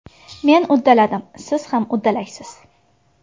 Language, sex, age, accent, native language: Uzbek, female, 19-29, Samarqand, Uzbek